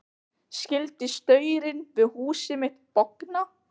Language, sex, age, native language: Icelandic, other, 15, Icelandic